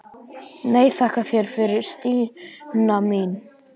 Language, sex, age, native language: Icelandic, male, 11, Icelandic